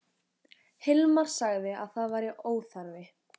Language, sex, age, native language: Icelandic, female, 14, Icelandic